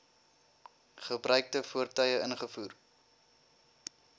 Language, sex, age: Afrikaans, male, 21